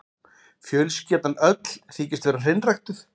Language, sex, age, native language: Icelandic, male, 40-49, Icelandic